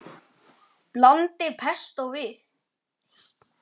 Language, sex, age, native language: Icelandic, male, 9, Icelandic